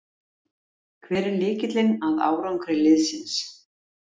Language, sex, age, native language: Icelandic, female, 50-59, Icelandic